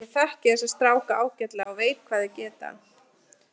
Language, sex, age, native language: Icelandic, female, 40-49, Icelandic